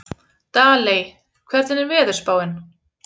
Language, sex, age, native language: Icelandic, female, 30-39, Icelandic